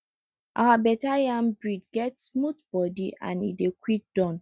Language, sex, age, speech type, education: Nigerian Pidgin, female, 30-45, spontaneous, tertiary